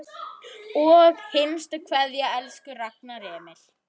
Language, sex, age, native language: Icelandic, female, 10, Icelandic